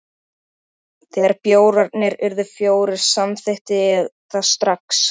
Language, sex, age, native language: Icelandic, male, 13, Icelandic